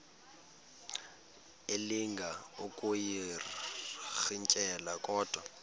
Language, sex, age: Xhosa, male, 22